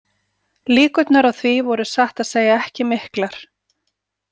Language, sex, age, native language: Icelandic, female, 40-49, Icelandic